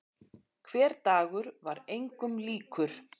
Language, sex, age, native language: Icelandic, female, 10, Icelandic